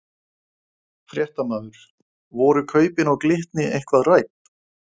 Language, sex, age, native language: Icelandic, male, 20-29, Icelandic